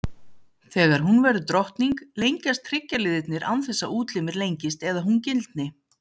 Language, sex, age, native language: Icelandic, female, 50-59, Icelandic